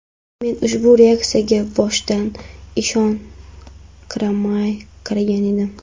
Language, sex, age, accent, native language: Uzbek, female, 12-17, Andijon, Karakalpak